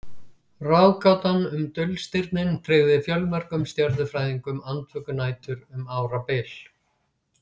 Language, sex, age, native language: Icelandic, female, 60-69, Icelandic